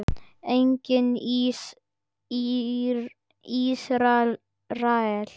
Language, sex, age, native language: Icelandic, male, 10, Icelandic